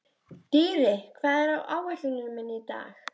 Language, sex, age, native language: Icelandic, female, 13, Icelandic